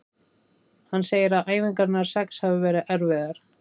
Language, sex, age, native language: Icelandic, female, 30-39, Icelandic